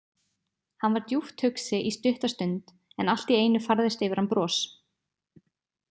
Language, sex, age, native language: Icelandic, female, 20-29, Icelandic